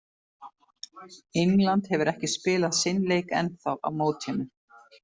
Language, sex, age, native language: Icelandic, female, 50-59, Icelandic